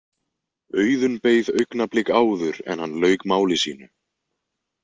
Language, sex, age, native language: Icelandic, male, 20-29, Icelandic